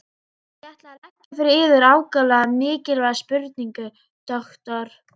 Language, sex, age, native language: Icelandic, female, 12, Icelandic